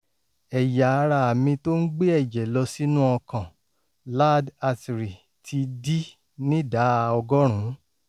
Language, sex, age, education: Yoruba, male, 30-45, tertiary